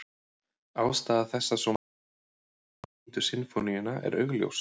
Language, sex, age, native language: Icelandic, male, 30-39, Icelandic